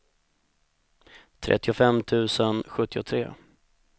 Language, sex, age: Swedish, male, 25